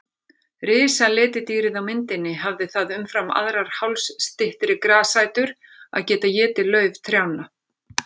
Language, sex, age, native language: Icelandic, female, 50-59, Icelandic